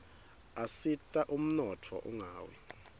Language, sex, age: Swati, male, 22